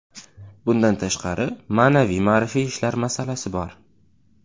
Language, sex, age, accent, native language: Uzbek, male, 18-24, Toshkent viloyati, Uzbek